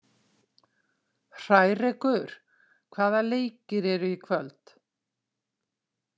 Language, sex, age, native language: Icelandic, female, 60-69, Icelandic